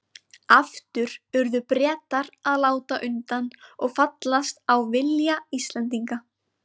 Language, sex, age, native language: Icelandic, female, 20-29, Icelandic